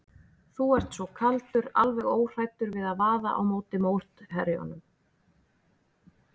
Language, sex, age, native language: Icelandic, female, 40-49, Icelandic